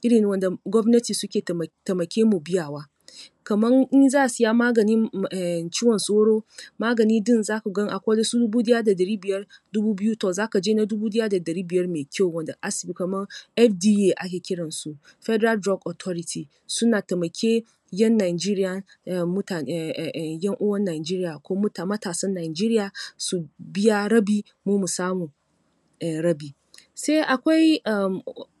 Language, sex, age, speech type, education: Hausa, female, 30-45, spontaneous, tertiary